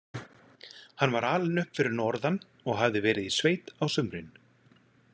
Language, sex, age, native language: Icelandic, male, 40-49, Icelandic